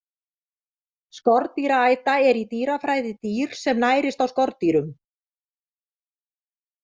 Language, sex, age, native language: Icelandic, female, 30-39, Icelandic